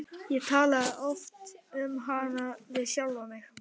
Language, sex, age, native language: Icelandic, male, 11, Icelandic